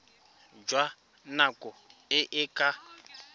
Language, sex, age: Tswana, male, 24